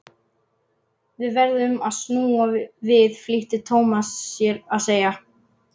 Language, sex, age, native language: Icelandic, male, 11, Icelandic